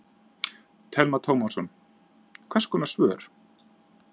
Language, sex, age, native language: Icelandic, male, 30-39, Icelandic